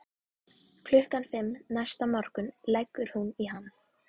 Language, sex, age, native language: Icelandic, female, 11, Icelandic